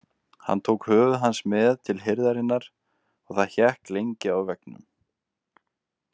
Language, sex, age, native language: Icelandic, male, 20-29, Icelandic